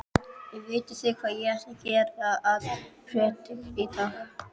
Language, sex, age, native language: Icelandic, female, 12, Icelandic